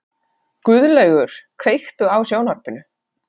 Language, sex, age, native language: Icelandic, female, 40-49, Finnish